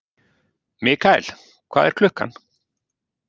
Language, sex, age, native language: Icelandic, male, 50-59, Icelandic